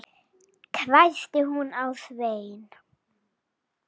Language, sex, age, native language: Icelandic, female, 7, Icelandic